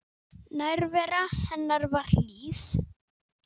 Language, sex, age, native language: Icelandic, female, 9, Icelandic